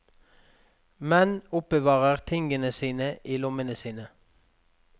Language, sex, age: Norwegian, male, 46